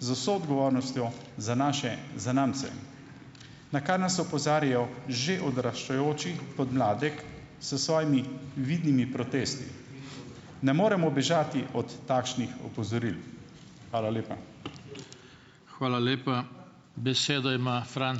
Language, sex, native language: Slovenian, male, Slovenian